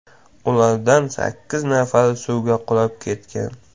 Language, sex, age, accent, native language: Uzbek, male, 18-24, Jizzax, Uzbek